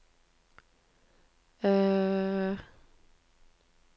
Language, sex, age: Norwegian, female, 42